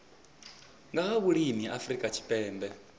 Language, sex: Venda, male